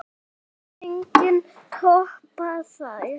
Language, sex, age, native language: Icelandic, male, 6, Icelandic